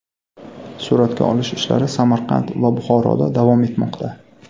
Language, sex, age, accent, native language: Uzbek, male, 19-29, Samarqand, Uzbek